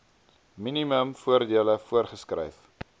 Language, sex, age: Afrikaans, male, 22